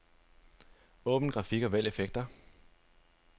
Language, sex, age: Danish, male, 25